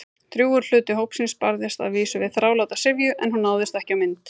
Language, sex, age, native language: Icelandic, female, 30-39, Icelandic